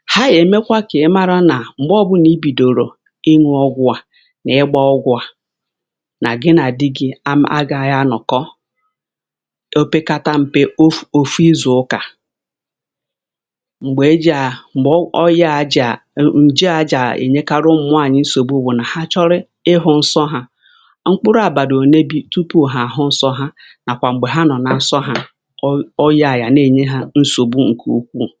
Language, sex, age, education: Igbo, female, 46-60, tertiary